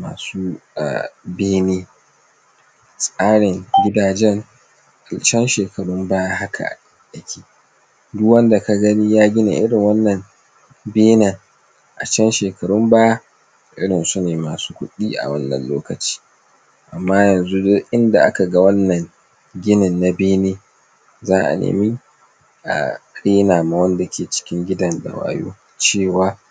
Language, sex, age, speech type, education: Hausa, male, 15-29, spontaneous, tertiary